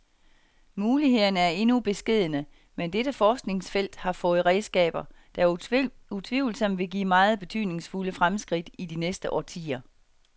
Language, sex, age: Danish, female, 49